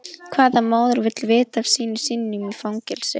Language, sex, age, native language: Icelandic, female, 11, Icelandic